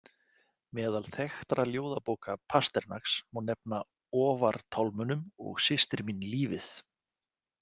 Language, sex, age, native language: Icelandic, male, 40-49, Icelandic